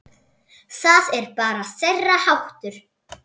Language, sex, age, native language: Icelandic, female, 7, Icelandic